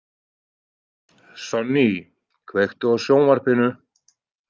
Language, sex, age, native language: Icelandic, male, 30-39, Icelandic